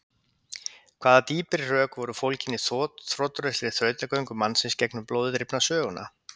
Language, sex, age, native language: Icelandic, male, 50-59, Icelandic